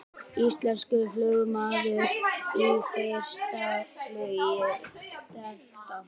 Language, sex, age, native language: Icelandic, male, 18-19, Icelandic